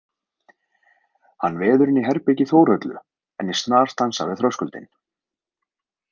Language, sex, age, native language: Icelandic, male, 20-29, Icelandic